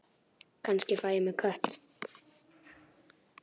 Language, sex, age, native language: Icelandic, male, 10, Icelandic